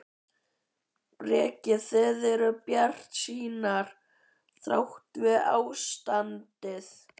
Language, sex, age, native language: Icelandic, male, 11, Icelandic